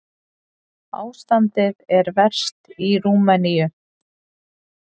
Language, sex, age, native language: Icelandic, female, 40-49, Icelandic